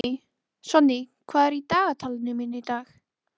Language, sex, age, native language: Icelandic, female, 12, Icelandic